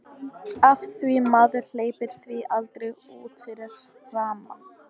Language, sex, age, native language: Icelandic, female, 14, Icelandic